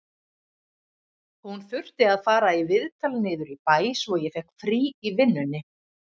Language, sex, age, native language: Icelandic, female, 30-39, Icelandic